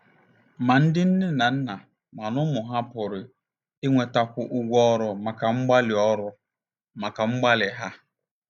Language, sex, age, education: Igbo, male, 30-45, tertiary